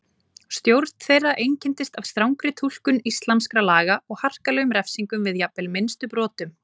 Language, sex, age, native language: Icelandic, female, 20-29, Icelandic